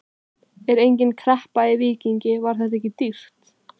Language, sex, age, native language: Icelandic, female, 12, Icelandic